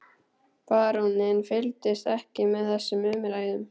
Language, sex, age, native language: Icelandic, male, 12, Icelandic